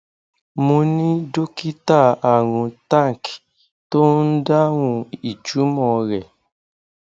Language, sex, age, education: Yoruba, male, 15-29, tertiary